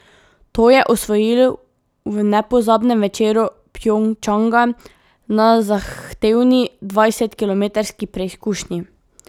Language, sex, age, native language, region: Slovenian, female, 18-29, Slovenian, Drava region